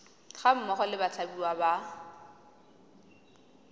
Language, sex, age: Tswana, female, 20